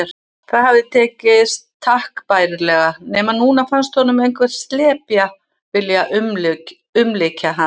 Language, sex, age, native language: Icelandic, female, 60-69, Icelandic